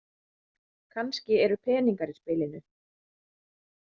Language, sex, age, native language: Icelandic, female, 30-39, Icelandic